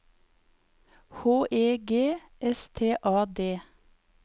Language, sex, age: Norwegian, female, 54